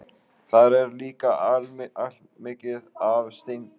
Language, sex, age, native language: Icelandic, male, 18-19, Icelandic